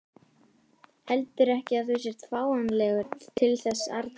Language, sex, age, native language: Icelandic, female, 11, Icelandic